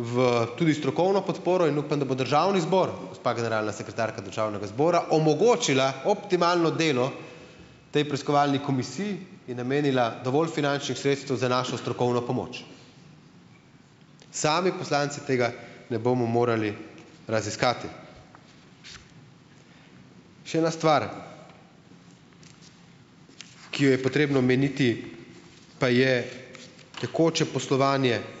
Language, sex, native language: Slovenian, male, Slovenian